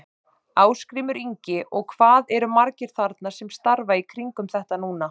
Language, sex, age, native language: Icelandic, male, 30-39, Icelandic